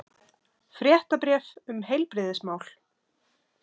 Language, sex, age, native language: Icelandic, female, 30-39, Icelandic